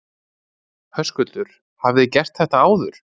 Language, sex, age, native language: Icelandic, male, 30-39, Icelandic